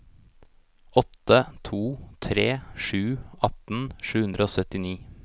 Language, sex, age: Norwegian, male, 29